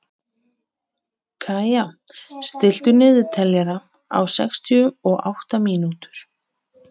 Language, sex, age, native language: Icelandic, female, 30-39, Icelandic